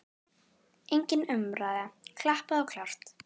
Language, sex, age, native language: Icelandic, female, 10, Icelandic